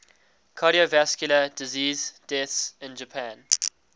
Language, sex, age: English, male, 19